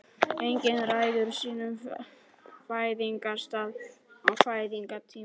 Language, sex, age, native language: Icelandic, male, 12, Polish